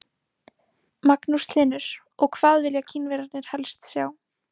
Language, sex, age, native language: Icelandic, female, 18-19, Icelandic